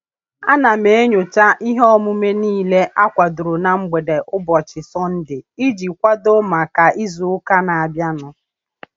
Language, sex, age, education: Igbo, female, 30-45, tertiary